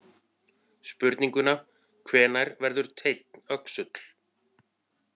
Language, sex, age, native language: Icelandic, male, 40-49, Icelandic